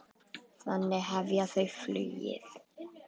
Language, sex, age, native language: Icelandic, female, 10, Icelandic